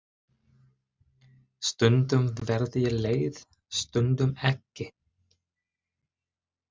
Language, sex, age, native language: Icelandic, male, 20-29, Icelandic